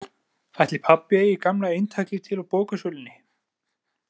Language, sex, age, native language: Icelandic, male, 20-29, Icelandic